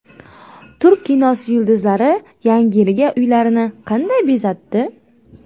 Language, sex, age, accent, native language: Uzbek, female, under 19, Toshkent viloyati, Uzbek